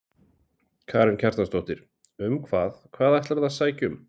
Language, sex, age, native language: Icelandic, male, 40-49, Icelandic